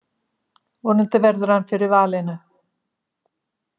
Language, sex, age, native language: Icelandic, female, 70-79, Icelandic